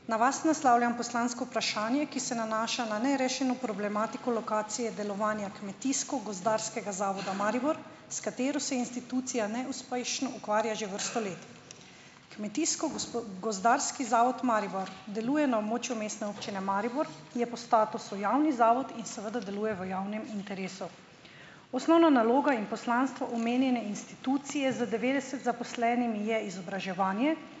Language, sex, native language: Slovenian, female, Slovenian